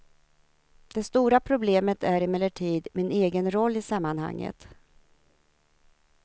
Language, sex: Swedish, female